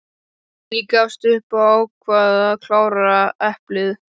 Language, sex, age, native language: Icelandic, female, 12, Icelandic